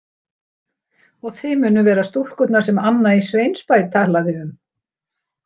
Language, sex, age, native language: Icelandic, female, 60-69, Icelandic